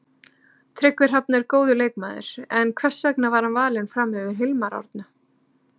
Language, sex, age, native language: Icelandic, female, 30-39, Icelandic